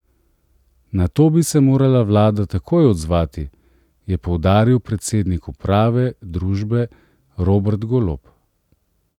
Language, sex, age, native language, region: Slovenian, male, 30-49, Slovenian, Central Slovenia